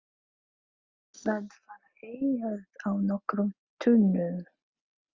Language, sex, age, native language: Icelandic, female, 30-39, Filipino